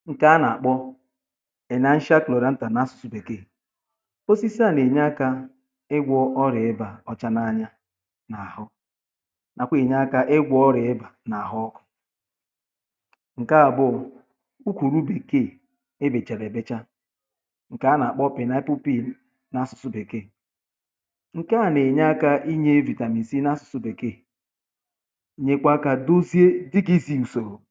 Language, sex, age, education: Igbo, male, 30-45, tertiary